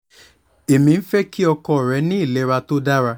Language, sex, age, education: Yoruba, male, 15-29, tertiary